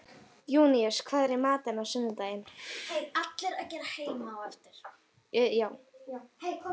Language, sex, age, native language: Icelandic, female, 11, Icelandic